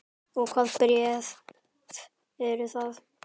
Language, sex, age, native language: Icelandic, male, 10, Icelandic